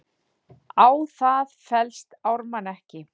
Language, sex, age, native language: Icelandic, female, 40-49, Icelandic